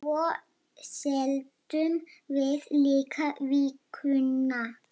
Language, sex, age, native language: Icelandic, female, 7, Lithuanian